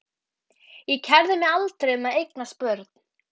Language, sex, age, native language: Icelandic, female, 12, Icelandic